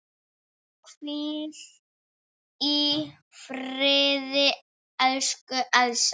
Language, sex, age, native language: Icelandic, female, 7, Icelandic